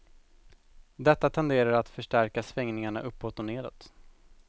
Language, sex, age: Swedish, male, 17